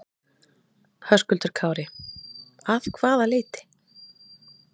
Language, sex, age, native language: Icelandic, female, 30-39, Icelandic